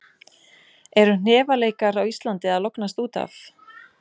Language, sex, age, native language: Icelandic, female, 20-29, Icelandic